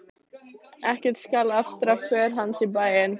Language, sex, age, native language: Icelandic, female, 13, Icelandic